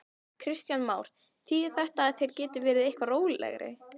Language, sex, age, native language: Icelandic, female, 12, Icelandic